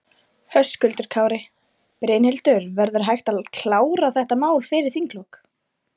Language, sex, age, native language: Icelandic, female, 20-29, Icelandic